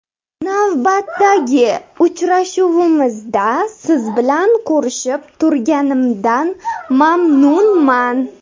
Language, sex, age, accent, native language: Uzbek, female, 18-24, Samarqand, Uzbek